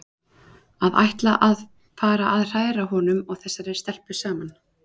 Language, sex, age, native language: Icelandic, female, 30-39, Icelandic